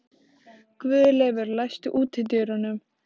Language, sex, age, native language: Icelandic, female, 14, Icelandic